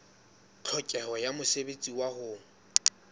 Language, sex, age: Southern Sotho, male, 19